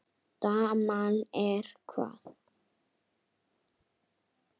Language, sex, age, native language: Icelandic, female, 8, Icelandic